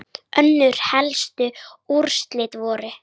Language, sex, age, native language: Icelandic, female, 9, Icelandic